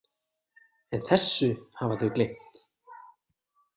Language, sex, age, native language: Icelandic, male, 30-39, Icelandic